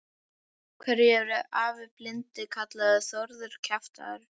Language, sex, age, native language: Icelandic, female, 12, Icelandic